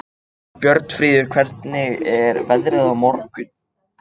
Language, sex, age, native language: Icelandic, female, 50-59, Icelandic